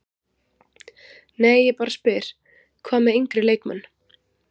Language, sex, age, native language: Icelandic, female, 20-29, Icelandic